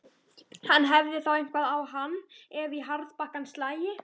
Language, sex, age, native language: Icelandic, female, 12, Icelandic